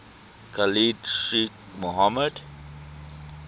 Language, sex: English, male